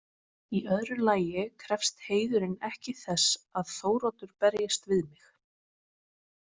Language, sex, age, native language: Icelandic, female, 20-29, Icelandic